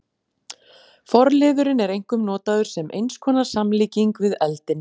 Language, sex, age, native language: Icelandic, female, 40-49, Icelandic